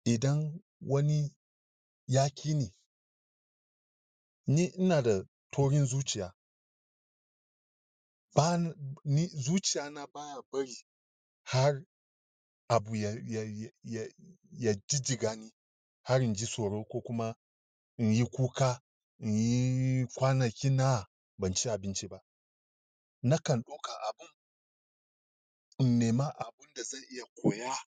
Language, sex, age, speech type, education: Hausa, male, 30-45, spontaneous, tertiary